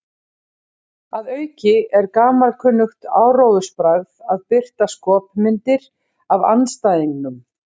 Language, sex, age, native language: Icelandic, female, 30-39, Icelandic